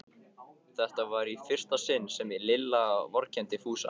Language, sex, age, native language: Icelandic, male, 15, Icelandic